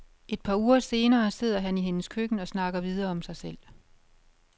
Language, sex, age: Danish, female, 51